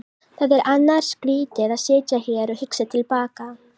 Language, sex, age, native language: Icelandic, female, 18-19, Icelandic